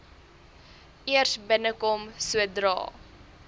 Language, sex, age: Afrikaans, female, 23